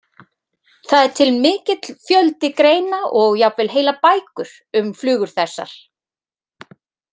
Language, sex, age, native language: Icelandic, female, 30-39, Icelandic